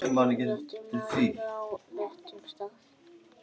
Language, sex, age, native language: Icelandic, other, 9, Icelandic